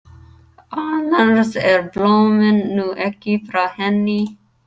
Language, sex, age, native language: Icelandic, female, 30-39, English